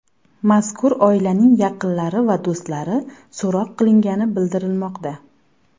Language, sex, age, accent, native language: Uzbek, female, 19-29, Farg'ona, Uzbek